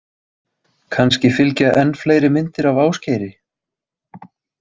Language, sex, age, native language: Icelandic, male, 20-29, Icelandic